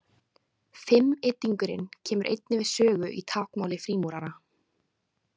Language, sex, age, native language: Icelandic, female, 20-29, Icelandic